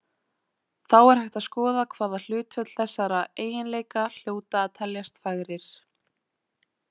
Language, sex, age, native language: Icelandic, female, 18-19, Icelandic